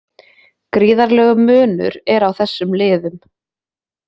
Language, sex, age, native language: Icelandic, female, 20-29, Icelandic